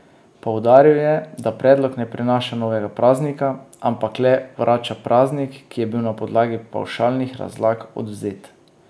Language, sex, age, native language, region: Slovenian, male, 30-49, Slovenian, Drava region